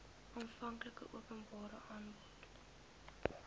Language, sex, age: Afrikaans, female, 20